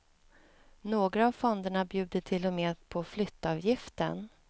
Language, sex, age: Swedish, female, 37